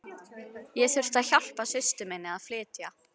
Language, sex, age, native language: Icelandic, female, 11, Icelandic